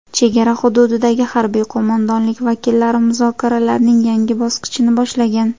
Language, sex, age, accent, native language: Uzbek, female, 18-24, Jizzax, Uzbek